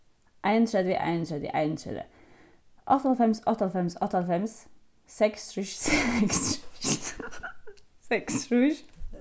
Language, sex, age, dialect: Faroese, female, 15-35, Suðurstreymoy